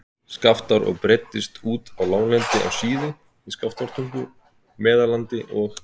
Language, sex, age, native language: Icelandic, male, 30-39, Icelandic